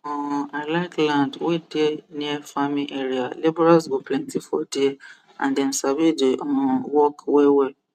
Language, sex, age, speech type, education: Nigerian Pidgin, male, 15-29, spontaneous, tertiary